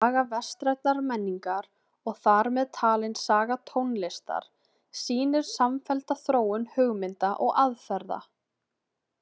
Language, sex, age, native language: Icelandic, female, 20-29, Icelandic